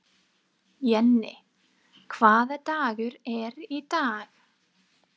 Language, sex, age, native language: Icelandic, female, 30-39, English